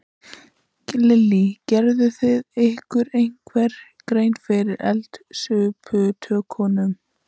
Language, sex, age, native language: Icelandic, female, 14, Icelandic